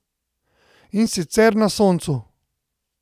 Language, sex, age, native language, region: Slovenian, male, 30-49, Slovenian, Central Slovenia